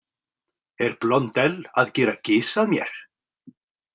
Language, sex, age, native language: Icelandic, male, 40-49, Icelandic